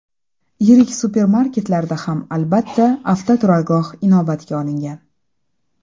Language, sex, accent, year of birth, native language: Uzbek, female, Toshkent shahri, 1994, Uzbek